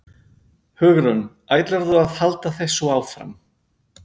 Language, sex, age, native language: Icelandic, male, 50-59, Spanish